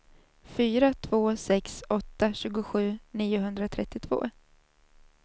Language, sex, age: Swedish, female, 27